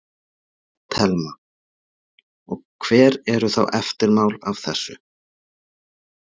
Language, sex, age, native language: Icelandic, male, 40-49, Icelandic